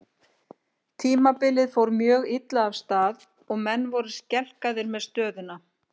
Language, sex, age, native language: Icelandic, female, 50-59, Icelandic